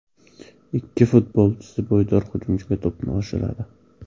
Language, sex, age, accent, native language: Uzbek, male, 18-24, Samarqand, Uzbek